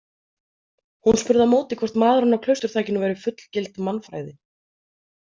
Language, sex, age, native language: Icelandic, female, 30-39, Icelandic